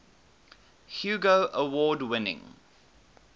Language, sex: English, male